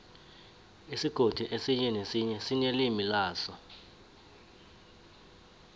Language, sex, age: South Ndebele, male, 20